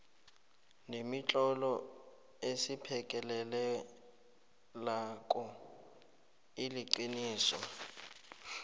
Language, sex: South Ndebele, male